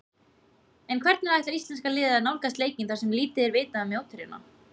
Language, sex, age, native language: Icelandic, female, 20-29, Icelandic